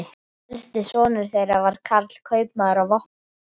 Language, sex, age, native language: Icelandic, male, 12, Icelandic